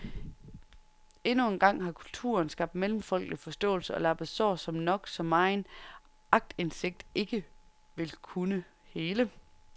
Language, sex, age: Danish, female, 30